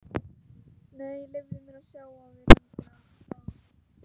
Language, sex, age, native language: Icelandic, female, 15, Icelandic